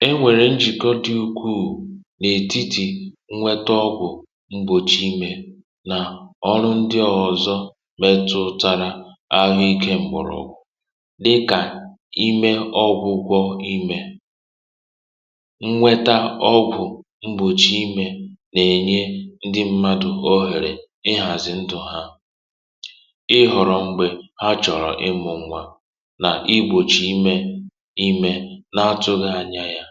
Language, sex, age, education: Igbo, male, 30-45, tertiary